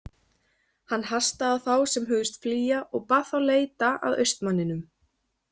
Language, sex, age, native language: Icelandic, female, 20-29, Icelandic